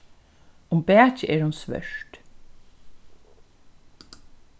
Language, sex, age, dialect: Faroese, female, 36-60, Suðurstreymoy